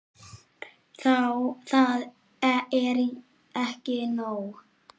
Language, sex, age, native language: Icelandic, male, 7, Icelandic